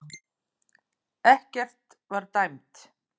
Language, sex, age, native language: Icelandic, female, 50-59, Icelandic